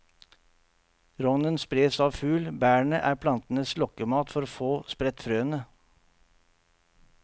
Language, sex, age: Norwegian, male, 48